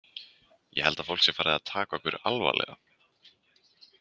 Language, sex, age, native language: Icelandic, female, 20-29, Icelandic